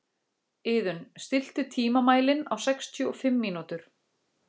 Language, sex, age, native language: Icelandic, female, 40-49, Icelandic